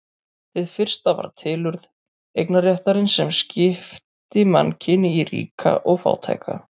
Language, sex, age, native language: Icelandic, male, 30-39, Icelandic